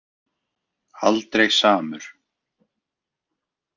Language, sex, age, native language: Icelandic, male, 20-29, Icelandic